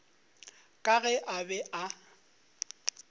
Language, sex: Northern Sotho, male